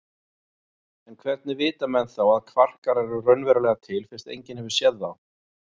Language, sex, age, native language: Icelandic, male, 40-49, Icelandic